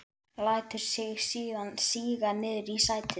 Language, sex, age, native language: Icelandic, male, 11, Icelandic